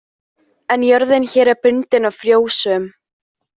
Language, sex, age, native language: Icelandic, female, 15, Icelandic